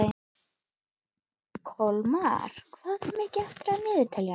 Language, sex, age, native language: Icelandic, female, 12, Icelandic